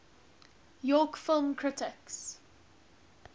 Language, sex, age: English, female, 19